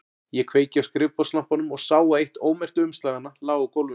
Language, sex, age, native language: Icelandic, male, 40-49, Icelandic